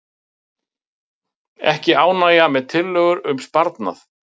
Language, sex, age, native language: Icelandic, male, 50-59, Icelandic